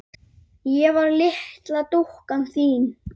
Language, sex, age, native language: Icelandic, male, 8, Icelandic